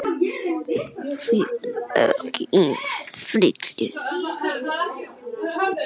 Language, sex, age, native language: Icelandic, male, 10, Icelandic